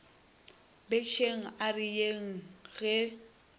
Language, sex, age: Northern Sotho, female, 21